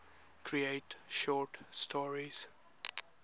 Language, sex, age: English, male, 21